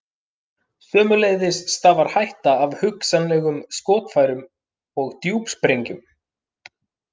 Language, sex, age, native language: Icelandic, male, 30-39, Icelandic